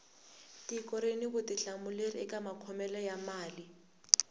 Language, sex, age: Tsonga, female, 18